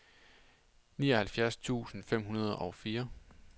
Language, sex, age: Danish, male, 28